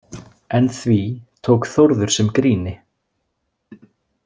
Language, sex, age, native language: Icelandic, male, 20-29, Icelandic